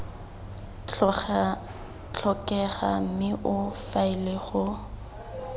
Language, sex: Tswana, female